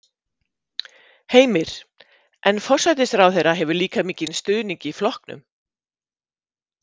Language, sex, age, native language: Icelandic, female, 50-59, Icelandic